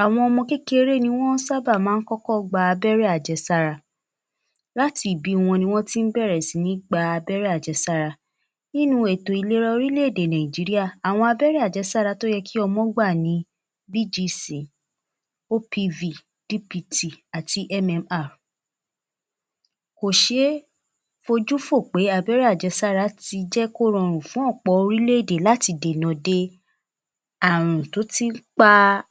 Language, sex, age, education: Yoruba, female, 15-29, tertiary